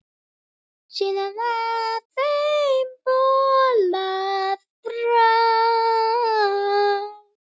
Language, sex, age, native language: Icelandic, female, 9, Icelandic